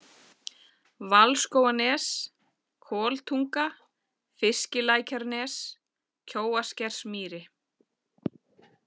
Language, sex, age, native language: Icelandic, female, 40-49, Icelandic